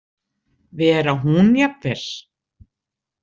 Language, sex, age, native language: Icelandic, female, 60-69, Icelandic